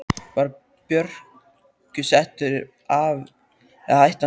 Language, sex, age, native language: Icelandic, male, 13, Icelandic